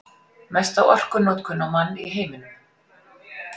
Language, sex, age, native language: Icelandic, female, 40-49, Icelandic